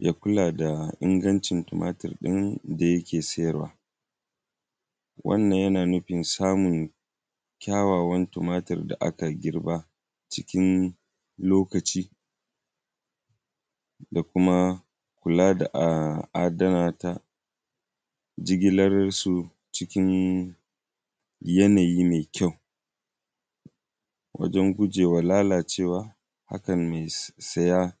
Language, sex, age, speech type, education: Hausa, male, 15-29, spontaneous, primary